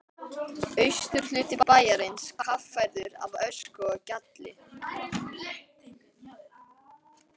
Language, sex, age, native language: Icelandic, male, 11, Icelandic